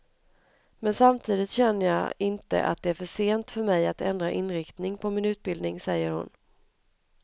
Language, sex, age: Swedish, female, 31